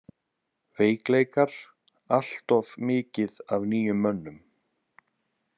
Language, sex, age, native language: Icelandic, male, 30-39, Icelandic